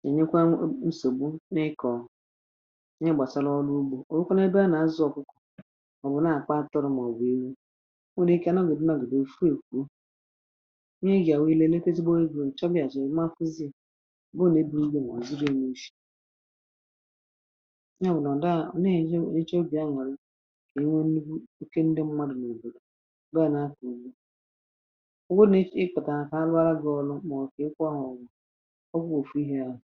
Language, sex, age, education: Igbo, female, 30-45, tertiary